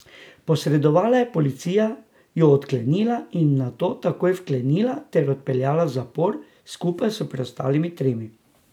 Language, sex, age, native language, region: Slovenian, male, 60+, Slovenian, Drava region